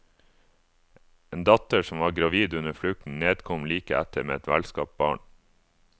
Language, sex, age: Norwegian, male, 28